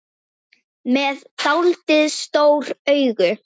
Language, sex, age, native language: Icelandic, female, 10, Icelandic